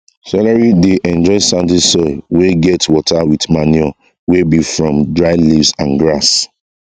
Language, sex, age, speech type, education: Nigerian Pidgin, male, 15-29, spontaneous, tertiary